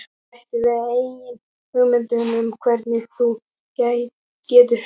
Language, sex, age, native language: Icelandic, male, 12, Icelandic